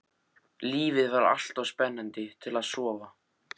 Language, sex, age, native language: Icelandic, male, 14, Icelandic